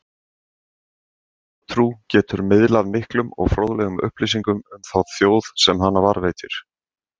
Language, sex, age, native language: Icelandic, male, 50-59, Icelandic